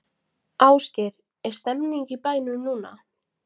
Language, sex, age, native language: Icelandic, female, 16, Latvian